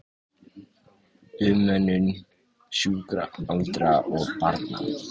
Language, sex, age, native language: Icelandic, male, 18-19, Icelandic